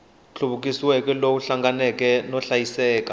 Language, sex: Tsonga, male